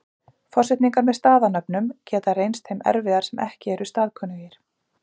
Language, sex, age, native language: Icelandic, female, 40-49, Icelandic